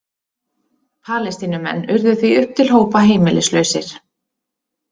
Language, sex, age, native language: Icelandic, female, 30-39, Icelandic